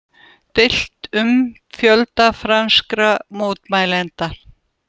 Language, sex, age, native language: Icelandic, female, 70-79, Russian